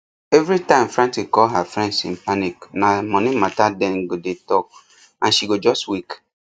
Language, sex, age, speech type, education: Nigerian Pidgin, male, 15-29, spontaneous, tertiary